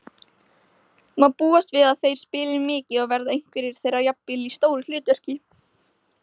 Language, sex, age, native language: Icelandic, male, 16, Icelandic